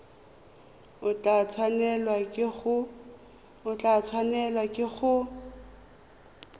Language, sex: Tswana, female